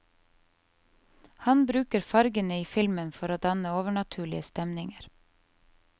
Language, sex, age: Norwegian, female, 30